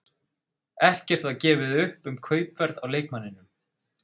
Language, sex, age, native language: Icelandic, male, 30-39, Icelandic